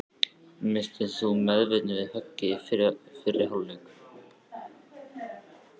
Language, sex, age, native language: Icelandic, female, 14, Icelandic